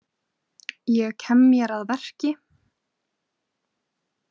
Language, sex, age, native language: Icelandic, female, 20-29, Icelandic